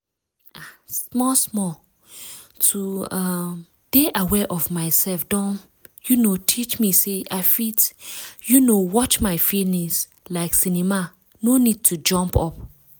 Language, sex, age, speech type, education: Nigerian Pidgin, female, 15-29, spontaneous, tertiary